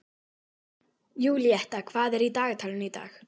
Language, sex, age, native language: Icelandic, female, 12, Icelandic